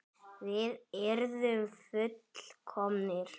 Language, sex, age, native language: Icelandic, male, 10, Icelandic